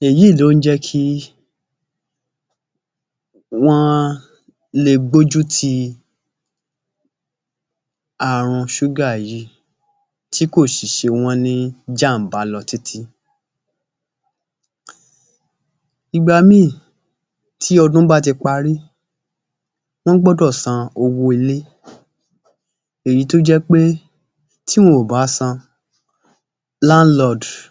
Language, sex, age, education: Yoruba, male, 30-45, tertiary